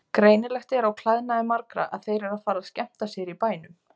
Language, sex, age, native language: Icelandic, female, 20-29, Icelandic